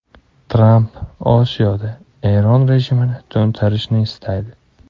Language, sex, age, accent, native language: Uzbek, male, 18-24, Samarqand, Uzbek